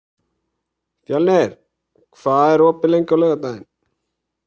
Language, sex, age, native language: Icelandic, male, 30-39, Icelandic